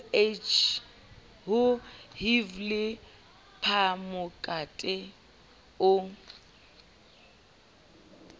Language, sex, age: Southern Sotho, female, 29